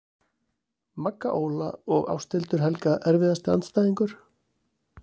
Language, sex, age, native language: Icelandic, male, 40-49, Icelandic